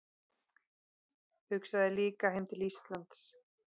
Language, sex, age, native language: Icelandic, female, 30-39, Icelandic